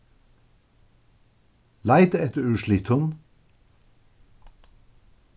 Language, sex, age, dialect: Faroese, male, 61+, Suðuroy